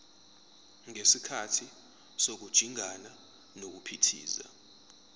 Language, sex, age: Zulu, male, 23